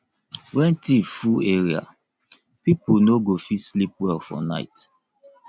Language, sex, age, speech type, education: Nigerian Pidgin, male, 30-45, spontaneous, tertiary